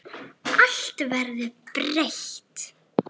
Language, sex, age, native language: Icelandic, female, 9, Icelandic